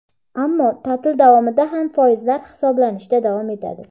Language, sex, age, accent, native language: Uzbek, female, under 19, Farg'ona, Uzbek